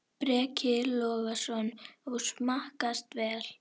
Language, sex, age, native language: Icelandic, female, 10, Icelandic